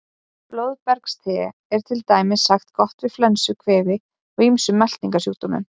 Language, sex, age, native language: Icelandic, female, 20-29, Icelandic